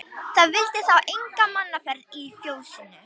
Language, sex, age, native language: Icelandic, female, 18-19, Romanian